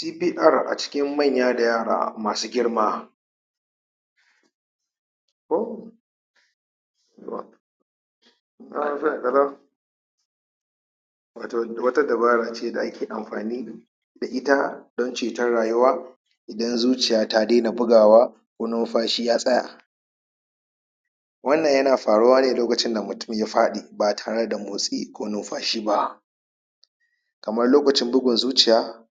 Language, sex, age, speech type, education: Hausa, male, 30-45, spontaneous, tertiary